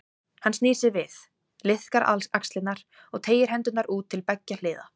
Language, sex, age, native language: Icelandic, female, 18-19, Icelandic